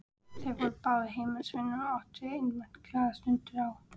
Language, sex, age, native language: Icelandic, female, 14, Icelandic